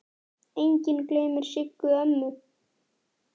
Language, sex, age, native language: Icelandic, male, 9, Icelandic